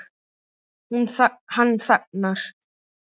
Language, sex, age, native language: Icelandic, male, 8, Icelandic